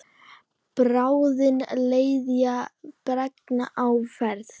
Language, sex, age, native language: Icelandic, female, 9, Icelandic